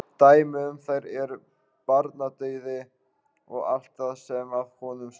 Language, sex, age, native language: Icelandic, male, 18-19, Icelandic